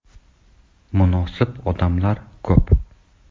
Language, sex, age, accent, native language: Uzbek, male, 25-34, Toshkent shahri, Uzbek